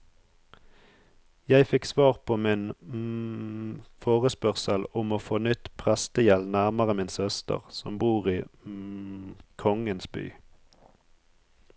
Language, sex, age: Norwegian, male, 34